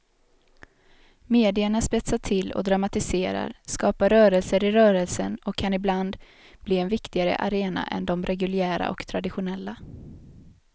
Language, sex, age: Swedish, female, 22